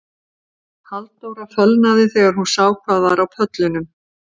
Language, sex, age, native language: Icelandic, female, 50-59, Icelandic